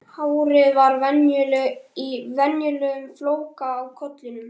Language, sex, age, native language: Icelandic, male, 13, Icelandic